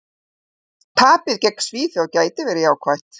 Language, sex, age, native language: Icelandic, female, 50-59, Icelandic